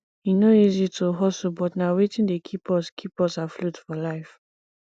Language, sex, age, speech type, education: Nigerian Pidgin, female, 15-29, spontaneous, tertiary